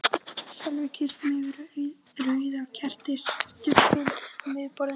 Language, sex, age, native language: Icelandic, female, 12, Icelandic